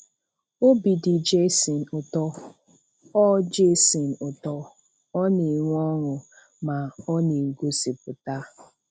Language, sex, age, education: Igbo, female, 30-45, tertiary